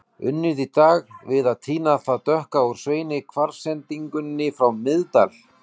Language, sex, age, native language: Icelandic, male, 40-49, Icelandic